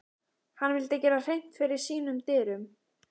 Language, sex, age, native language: Icelandic, female, 14, Icelandic